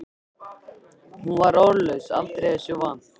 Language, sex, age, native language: Icelandic, male, 13, Icelandic